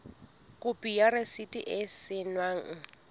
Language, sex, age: Southern Sotho, female, 19